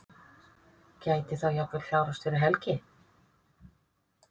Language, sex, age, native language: Icelandic, female, 50-59, Icelandic